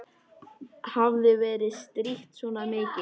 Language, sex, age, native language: Icelandic, male, 10, Icelandic